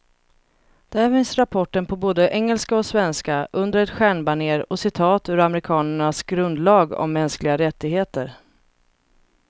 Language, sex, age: Swedish, female, 31